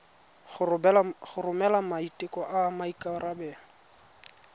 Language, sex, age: Tswana, male, 20